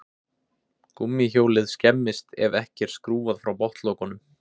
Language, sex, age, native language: Icelandic, male, 20-29, Icelandic